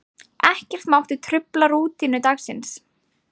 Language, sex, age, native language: Icelandic, female, 20-29, Icelandic